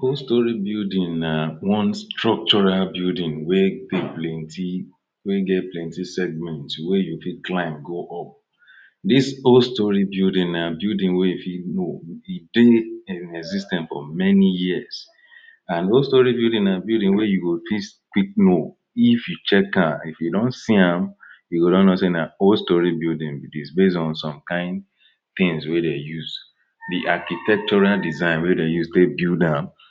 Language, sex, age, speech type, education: Nigerian Pidgin, male, 30-45, spontaneous, tertiary